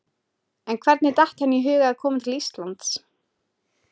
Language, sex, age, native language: Icelandic, female, 20-29, Icelandic